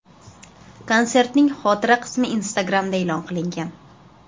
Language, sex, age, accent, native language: Uzbek, female, 12-17, Toshkent shahri, Uzbek